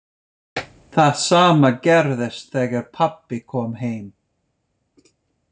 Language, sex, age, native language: Icelandic, male, 50-59, English